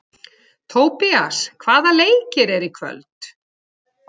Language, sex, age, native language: Icelandic, female, 40-49, Icelandic